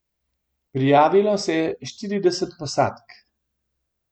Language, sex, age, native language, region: Slovenian, male, 50-59, Slovenian, Gorenjska region